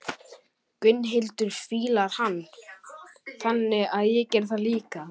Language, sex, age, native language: Icelandic, male, 11, Icelandic